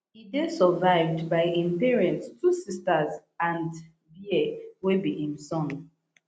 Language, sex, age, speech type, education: Nigerian Pidgin, female, 15-29, spontaneous, tertiary